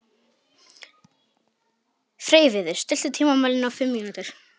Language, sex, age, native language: Icelandic, male, 18-19, Polish